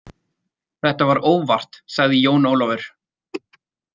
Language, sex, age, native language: Icelandic, male, 30-39, Icelandic